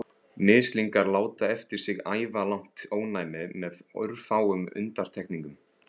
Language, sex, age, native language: Icelandic, male, 15, Icelandic